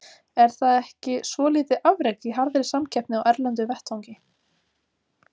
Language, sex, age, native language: Icelandic, female, 30-39, Icelandic